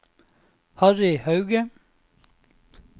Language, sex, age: Norwegian, male, 26